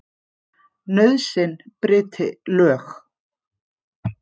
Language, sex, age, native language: Icelandic, female, 50-59, Icelandic